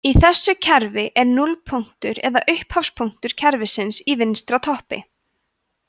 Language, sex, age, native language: Icelandic, female, 20-29, Icelandic